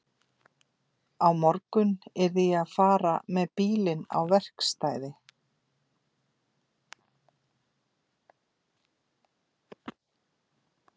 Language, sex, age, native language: Icelandic, female, 50-59, Icelandic